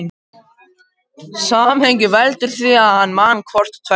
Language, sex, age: Icelandic, other, 50-59